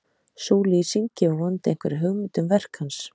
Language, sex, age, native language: Icelandic, female, 30-39, Icelandic